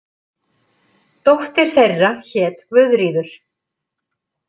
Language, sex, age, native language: Icelandic, female, 50-59, Icelandic